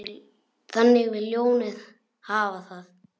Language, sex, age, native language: Icelandic, male, 9, Icelandic